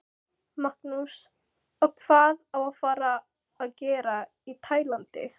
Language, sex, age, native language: Icelandic, female, 15, Icelandic